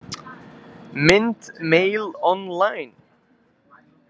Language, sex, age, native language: Icelandic, male, 20-29, Icelandic